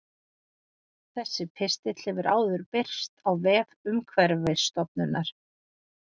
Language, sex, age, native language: Icelandic, female, 40-49, Icelandic